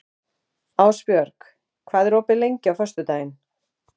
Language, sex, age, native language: Icelandic, female, 40-49, Icelandic